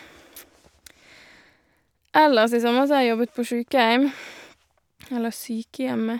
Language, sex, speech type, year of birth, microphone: Norwegian, female, spontaneous, 1988, Shure